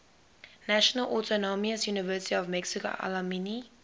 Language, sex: English, female